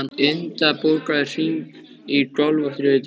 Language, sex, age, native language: Icelandic, male, 13, Icelandic